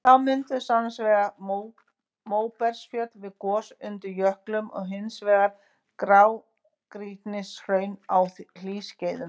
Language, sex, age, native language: Icelandic, female, 50-59, Icelandic